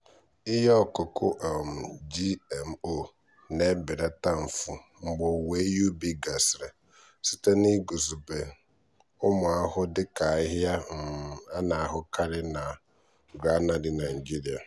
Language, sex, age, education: Igbo, male, 15-29, tertiary